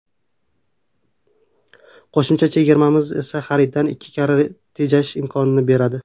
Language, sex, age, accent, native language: Uzbek, male, 18-24, Toshkent viloyati, Uzbek